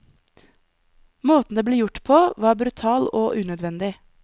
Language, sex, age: Norwegian, female, 20